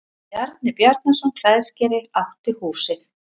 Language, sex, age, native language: Icelandic, female, 40-49, Icelandic